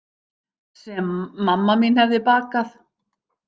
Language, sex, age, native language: Icelandic, female, 50-59, Icelandic